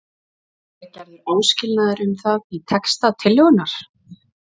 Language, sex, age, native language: Icelandic, female, 40-49, Icelandic